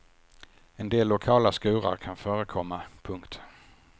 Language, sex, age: Swedish, male, 50